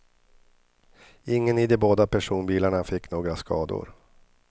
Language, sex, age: Swedish, male, 50